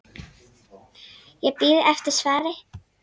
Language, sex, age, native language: Icelandic, female, 7, Icelandic